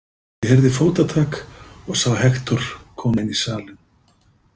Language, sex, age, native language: Icelandic, male, 50-59, Icelandic